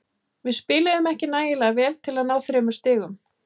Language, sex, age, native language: Icelandic, female, 30-39, Icelandic